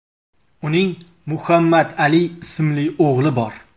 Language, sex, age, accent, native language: Uzbek, male, 25-34, Qashqadaryo, Uzbek